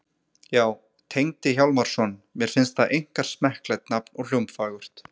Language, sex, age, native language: Icelandic, male, 30-39, Icelandic